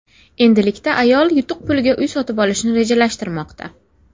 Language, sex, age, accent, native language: Uzbek, female, under 19, Namangan, Uzbek